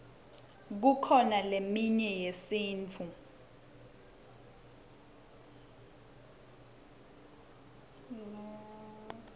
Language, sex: Swati, female